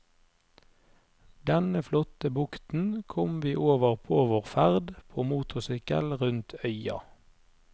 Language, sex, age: Norwegian, male, 30